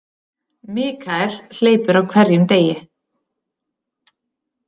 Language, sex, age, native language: Icelandic, female, 30-39, Icelandic